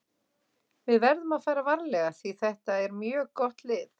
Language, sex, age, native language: Icelandic, female, 30-39, Icelandic